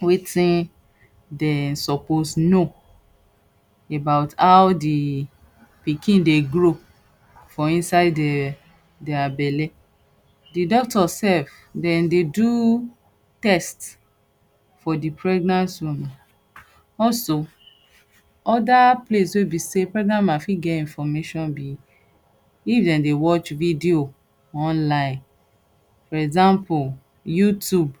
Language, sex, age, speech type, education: Nigerian Pidgin, female, 30-45, spontaneous, tertiary